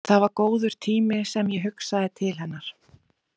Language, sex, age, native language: Icelandic, female, 20-29, Icelandic